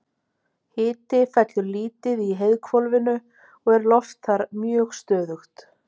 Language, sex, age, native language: Icelandic, female, 50-59, Icelandic